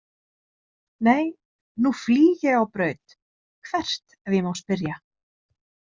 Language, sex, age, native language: Icelandic, female, 30-39, Icelandic